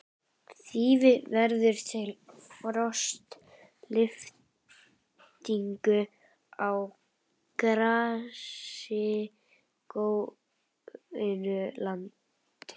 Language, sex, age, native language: Icelandic, female, 11, Icelandic